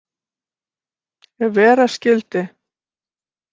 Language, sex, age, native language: Icelandic, female, 60-69, Icelandic